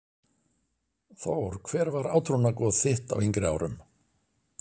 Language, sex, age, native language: Icelandic, male, 60-69, Icelandic